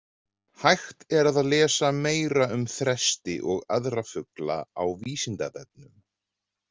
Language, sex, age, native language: Icelandic, male, 40-49, Icelandic